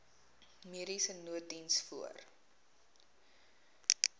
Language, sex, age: Afrikaans, female, 21